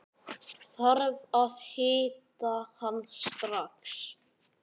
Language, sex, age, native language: Icelandic, male, 9, Icelandic